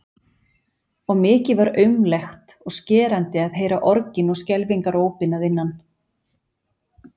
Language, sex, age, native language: Icelandic, female, 40-49, Icelandic